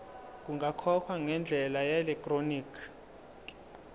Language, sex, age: Zulu, male, 23